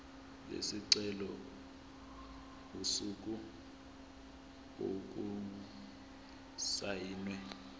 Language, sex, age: Zulu, male, 20